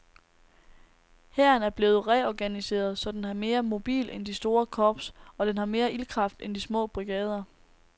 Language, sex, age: Danish, female, 19